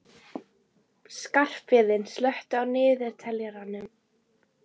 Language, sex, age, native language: Icelandic, female, 11, Icelandic